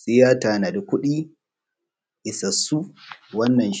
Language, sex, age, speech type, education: Hausa, male, 30-45, spontaneous, tertiary